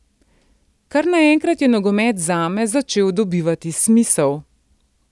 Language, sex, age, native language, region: Slovenian, female, 50-59, Slovenian, Central Slovenia